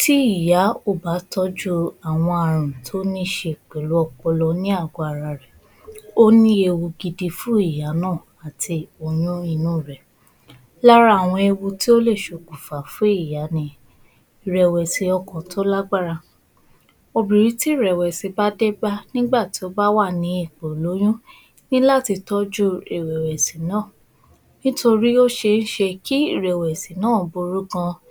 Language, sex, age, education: Yoruba, female, 15-29, tertiary